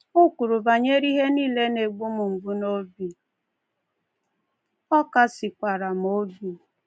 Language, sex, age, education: Igbo, female, 15-29, tertiary